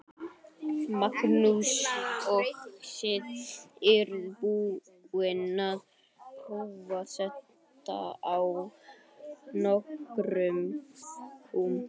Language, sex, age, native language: Icelandic, male, 18-19, Icelandic